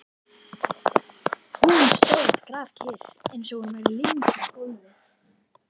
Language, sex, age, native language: Icelandic, female, 11, Icelandic